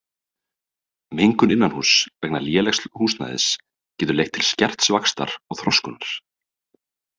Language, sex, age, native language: Icelandic, male, 30-39, Icelandic